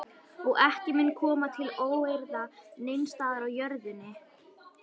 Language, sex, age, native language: Icelandic, female, 11, Icelandic